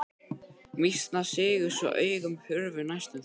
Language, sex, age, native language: Icelandic, male, 12, Icelandic